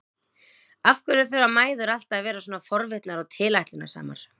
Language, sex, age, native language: Icelandic, female, 20-29, Icelandic